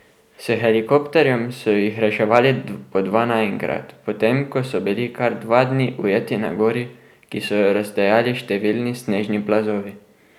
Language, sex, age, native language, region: Slovenian, male, 12-17, Slovenian, Drava region